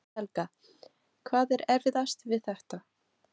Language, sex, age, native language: Icelandic, female, 20-29, Portuguese